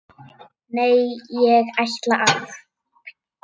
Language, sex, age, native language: Icelandic, female, 8, Icelandic